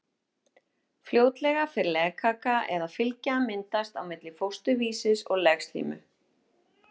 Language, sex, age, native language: Icelandic, female, 30-39, Icelandic